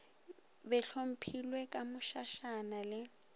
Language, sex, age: Northern Sotho, female, 23